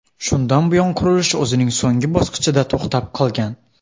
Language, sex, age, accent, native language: Uzbek, male, under 19, Xorazm, Uzbek